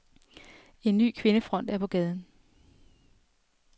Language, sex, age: Danish, female, 33